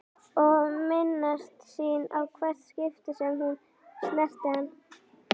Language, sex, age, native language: Icelandic, female, 11, Icelandic